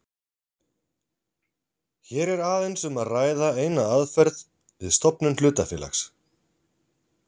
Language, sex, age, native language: Icelandic, male, 40-49, Icelandic